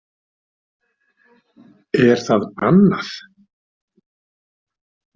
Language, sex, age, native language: Icelandic, male, 60-69, Icelandic